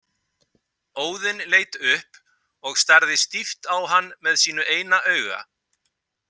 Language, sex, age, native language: Icelandic, male, 50-59, Icelandic